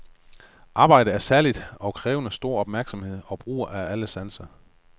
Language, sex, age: Danish, male, 35